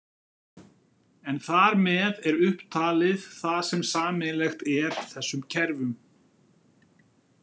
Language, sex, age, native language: Icelandic, male, 50-59, Icelandic